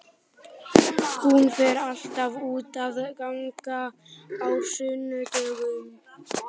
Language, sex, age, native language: Icelandic, male, 12, Icelandic